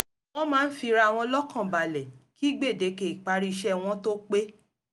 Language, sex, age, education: Yoruba, female, 30-45, tertiary